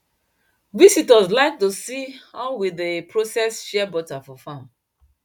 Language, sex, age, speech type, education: Nigerian Pidgin, female, 30-45, spontaneous, tertiary